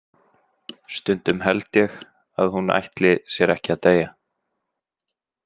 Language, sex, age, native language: Icelandic, male, 20-29, Icelandic